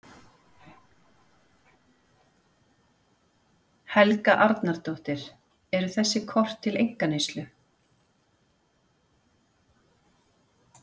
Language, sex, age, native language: Icelandic, female, 40-49, Icelandic